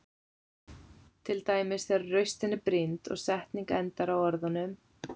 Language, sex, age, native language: Icelandic, female, 40-49, Icelandic